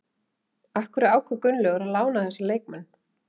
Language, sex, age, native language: Icelandic, female, 30-39, Icelandic